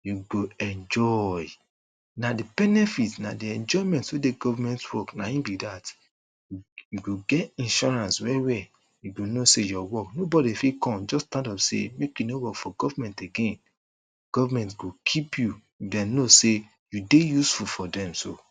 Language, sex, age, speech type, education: Nigerian Pidgin, male, 30-45, spontaneous, tertiary